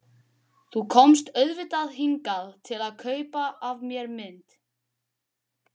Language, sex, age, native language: Icelandic, male, 12, Icelandic